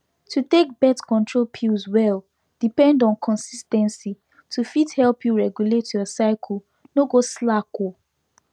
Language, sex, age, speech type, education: Nigerian Pidgin, female, 15-29, spontaneous, tertiary